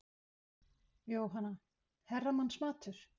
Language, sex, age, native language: Icelandic, female, 50-59, Icelandic